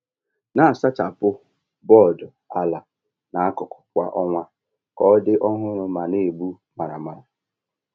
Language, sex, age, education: Igbo, male, 15-29, tertiary